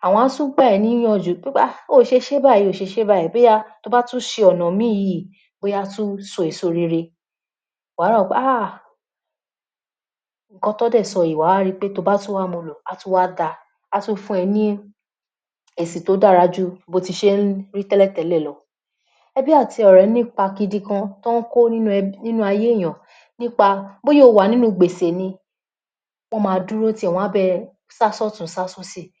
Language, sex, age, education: Yoruba, female, 46-60, tertiary